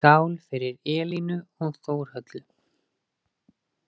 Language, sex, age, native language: Icelandic, male, 20-29, Icelandic